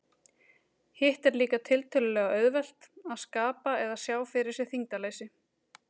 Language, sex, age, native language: Icelandic, female, 30-39, Icelandic